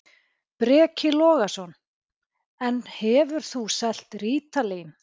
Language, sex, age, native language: Icelandic, female, 40-49, Icelandic